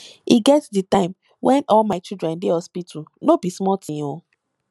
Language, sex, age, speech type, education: Nigerian Pidgin, female, 15-29, spontaneous, tertiary